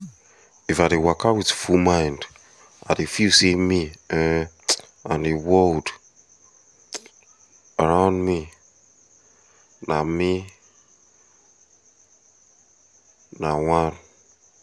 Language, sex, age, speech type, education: Nigerian Pidgin, male, 15-29, spontaneous, tertiary